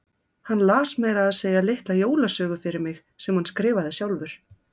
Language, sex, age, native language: Icelandic, female, 30-39, Icelandic